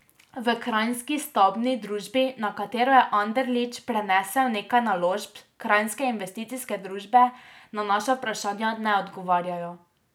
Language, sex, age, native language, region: Slovenian, female, 18-29, Slovenian, Drava region